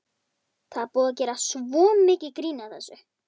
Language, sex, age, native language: Icelandic, male, 11, Icelandic